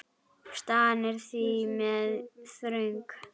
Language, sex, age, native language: Icelandic, female, 10, Icelandic